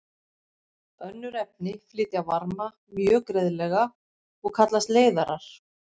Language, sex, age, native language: Icelandic, female, 50-59, Icelandic